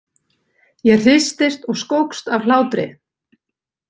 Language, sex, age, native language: Icelandic, female, 20-29, Icelandic